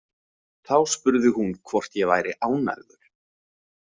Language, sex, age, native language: Icelandic, male, 30-39, Icelandic